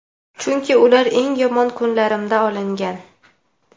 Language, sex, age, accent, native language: Uzbek, female, 18-24, Toshkent viloyati, Uzbek